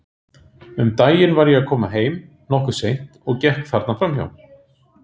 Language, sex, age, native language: Icelandic, male, 40-49, Icelandic